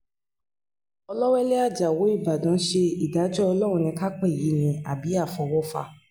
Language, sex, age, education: Yoruba, female, 15-29, tertiary